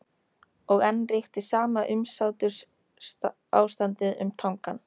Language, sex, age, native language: Icelandic, female, 13, Icelandic